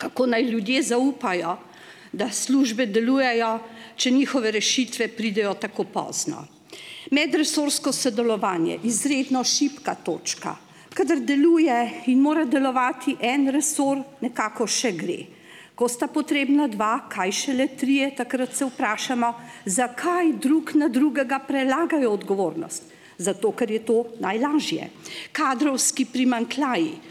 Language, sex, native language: Slovenian, female, Slovenian